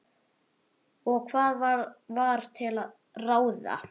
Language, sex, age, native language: Icelandic, male, 10, Icelandic